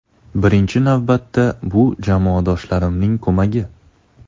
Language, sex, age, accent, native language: Uzbek, male, 19-29, Toshkent shahri, Uzbek